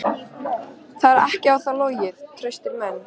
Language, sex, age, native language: Icelandic, female, 13, Icelandic